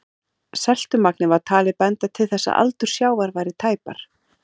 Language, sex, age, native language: Icelandic, female, 40-49, Icelandic